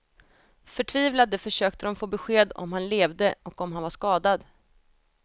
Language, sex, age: Swedish, female, 28